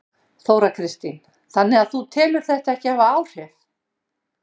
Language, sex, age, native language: Icelandic, female, 60-69, Icelandic